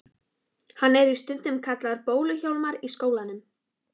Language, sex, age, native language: Icelandic, female, 11, Icelandic